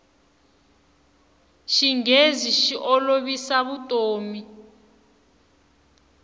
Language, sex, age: Tsonga, female, 21